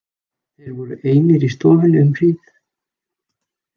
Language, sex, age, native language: Icelandic, male, 40-49, Icelandic